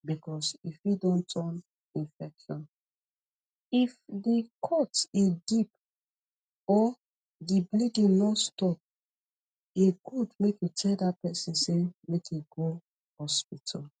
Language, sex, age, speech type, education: Nigerian Pidgin, female, 30-45, spontaneous, tertiary